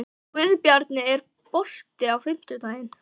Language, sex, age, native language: Icelandic, female, 12, Icelandic